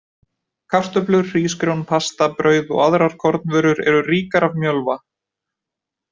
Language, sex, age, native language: Icelandic, male, 20-29, Icelandic